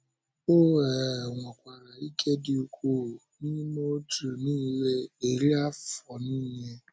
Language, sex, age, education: Igbo, male, 15-29, secondary